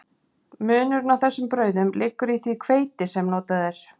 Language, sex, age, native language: Icelandic, female, 40-49, Icelandic